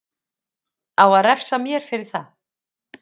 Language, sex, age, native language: Icelandic, female, 40-49, Icelandic